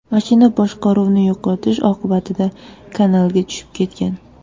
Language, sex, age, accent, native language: Uzbek, female, 18-24, Surxondaryo, Uzbek